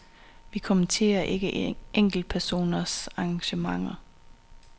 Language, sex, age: Danish, female, 26